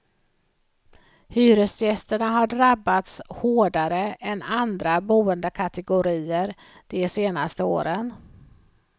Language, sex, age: Swedish, female, 56